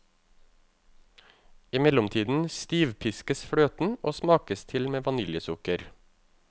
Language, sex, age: Norwegian, male, 35